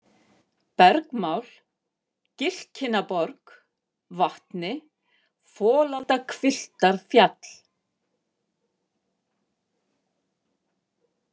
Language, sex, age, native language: Icelandic, female, 50-59, Icelandic